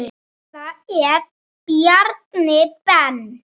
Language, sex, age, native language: Icelandic, female, 7, Icelandic